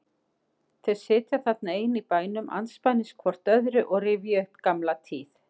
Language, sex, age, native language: Icelandic, female, 50-59, Icelandic